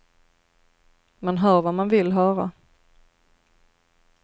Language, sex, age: Swedish, female, 33